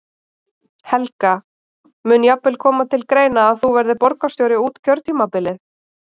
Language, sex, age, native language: Icelandic, female, 30-39, Icelandic